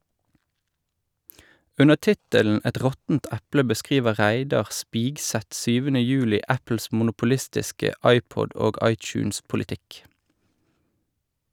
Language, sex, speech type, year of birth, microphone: Norwegian, male, read, 1983, Shure